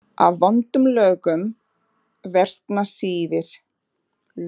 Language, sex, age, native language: Icelandic, female, 40-49, Portuguese